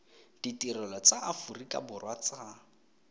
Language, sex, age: Tswana, male, 20